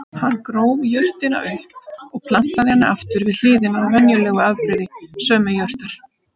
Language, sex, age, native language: Icelandic, female, 50-59, Icelandic